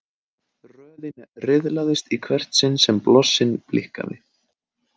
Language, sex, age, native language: Icelandic, male, 18-19, Icelandic